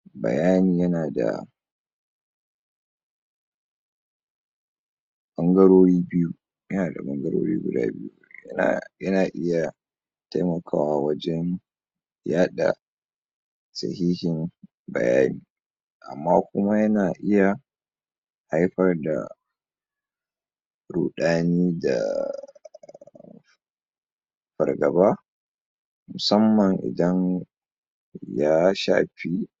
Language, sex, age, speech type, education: Hausa, male, 46-60, spontaneous, tertiary